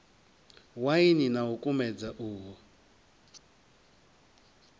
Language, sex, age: Venda, male, 23